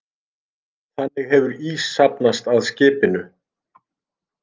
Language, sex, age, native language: Icelandic, male, 50-59, Icelandic